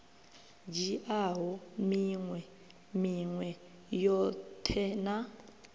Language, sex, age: Venda, female, 23